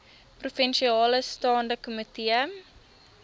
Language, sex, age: Afrikaans, female, 23